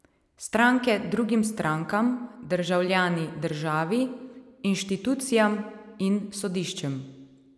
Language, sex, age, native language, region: Slovenian, female, 30-49, Slovenian, Savinja region